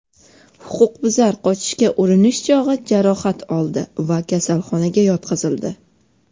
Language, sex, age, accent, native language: Uzbek, female, 12-17, Toshkent shahri, Uzbek